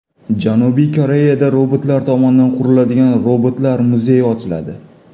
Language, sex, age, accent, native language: Uzbek, male, 25-34, Toshkent shahri, Uzbek